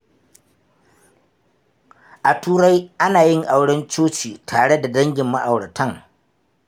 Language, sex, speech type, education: Hausa, male, spontaneous, tertiary